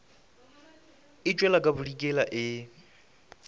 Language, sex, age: Northern Sotho, male, 20